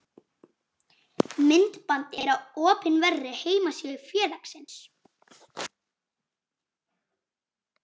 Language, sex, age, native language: Icelandic, female, 40-49, Icelandic